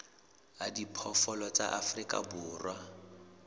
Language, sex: Southern Sotho, male